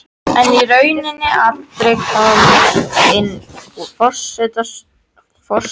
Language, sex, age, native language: Icelandic, female, 13, Icelandic